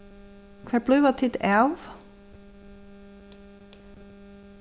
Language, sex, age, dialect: Faroese, female, 36-60, Suðurstreymoy